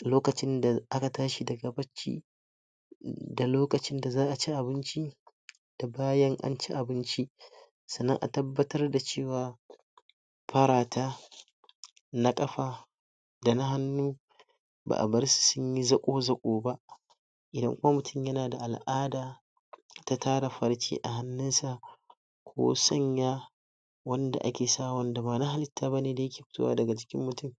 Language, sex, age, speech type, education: Hausa, male, 60+, spontaneous, tertiary